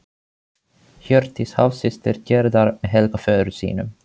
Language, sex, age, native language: Icelandic, male, 18-19, Finnish